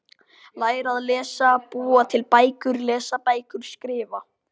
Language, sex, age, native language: Icelandic, male, 12, Icelandic